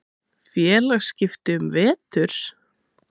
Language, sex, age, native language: Icelandic, female, 20-29, Icelandic